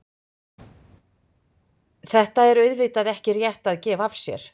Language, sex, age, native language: Icelandic, female, 50-59, Icelandic